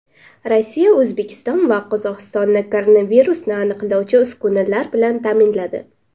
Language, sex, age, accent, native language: Uzbek, female, under 19, Navoiy, Uzbek